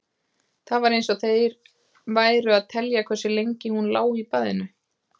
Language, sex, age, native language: Icelandic, female, 30-39, Icelandic